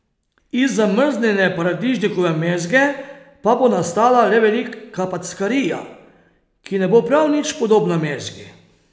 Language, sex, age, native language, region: Slovenian, male, 30-49, Slovenian, Posavska region